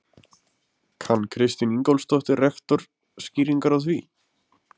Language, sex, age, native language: Icelandic, male, 20-29, Icelandic